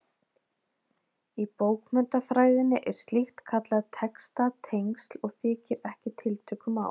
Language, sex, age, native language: Icelandic, female, 30-39, Icelandic